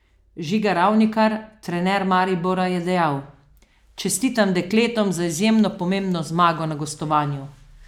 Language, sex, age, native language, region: Slovenian, female, 50-59, Slovenian, Southeast Slovenia